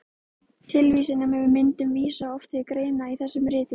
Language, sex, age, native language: Icelandic, female, 13, Icelandic